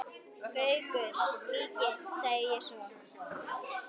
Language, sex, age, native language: Icelandic, female, 10, Icelandic